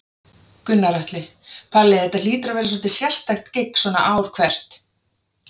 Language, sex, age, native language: Icelandic, female, 30-39, Icelandic